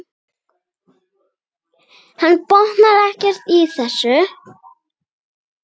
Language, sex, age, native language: Icelandic, male, 8, Icelandic